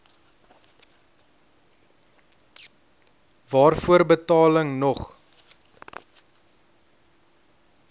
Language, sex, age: Afrikaans, male, 21